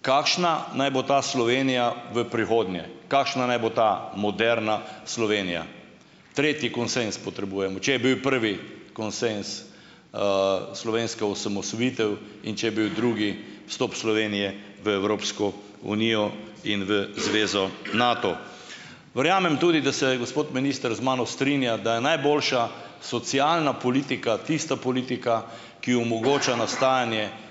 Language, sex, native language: Slovenian, male, Slovenian